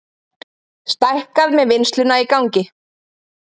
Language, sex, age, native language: Icelandic, female, 30-39, Icelandic